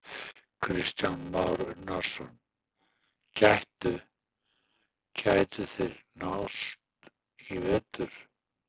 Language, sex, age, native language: Icelandic, male, 60-69, Icelandic